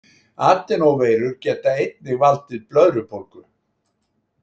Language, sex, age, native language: Icelandic, male, 60-69, Icelandic